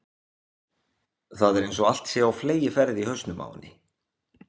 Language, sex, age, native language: Icelandic, male, 20-29, Icelandic